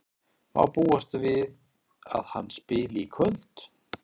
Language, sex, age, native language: Icelandic, male, 40-49, Icelandic